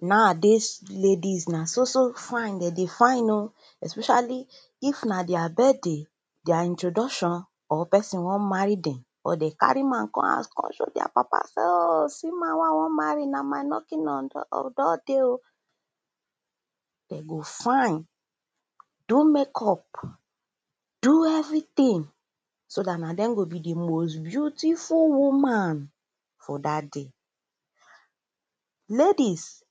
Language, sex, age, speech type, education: Nigerian Pidgin, female, 15-29, spontaneous, tertiary